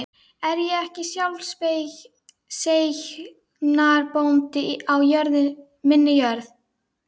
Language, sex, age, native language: Icelandic, female, 12, Icelandic